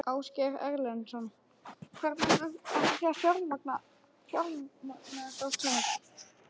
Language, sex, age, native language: Icelandic, male, 11, Icelandic